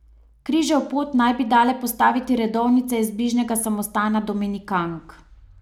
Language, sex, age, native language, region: Slovenian, female, 30-49, Slovenian, Savinja region